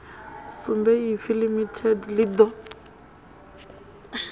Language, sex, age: Venda, female, 21